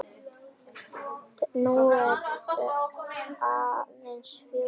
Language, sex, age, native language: Icelandic, female, 10, Icelandic